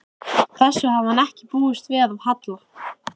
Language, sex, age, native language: Icelandic, female, 13, Icelandic